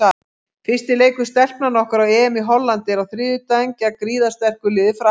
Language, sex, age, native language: Icelandic, female, 50-59, Icelandic